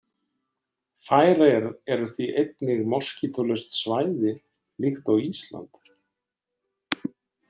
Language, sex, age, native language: Icelandic, male, 60-69, Icelandic